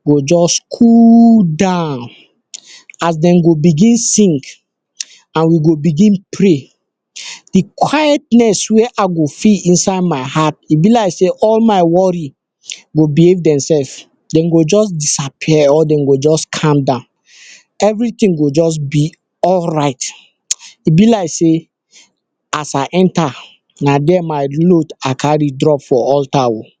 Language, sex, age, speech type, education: Nigerian Pidgin, male, 60+, spontaneous, tertiary